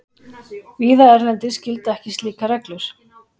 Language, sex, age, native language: Icelandic, female, 40-49, Icelandic